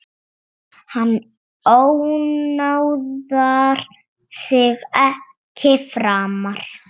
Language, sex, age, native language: Icelandic, female, 7, Icelandic